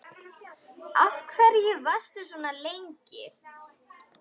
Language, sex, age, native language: Icelandic, female, 10, Icelandic